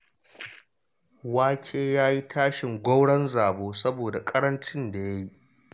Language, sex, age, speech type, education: Hausa, male, 30-45, read, primary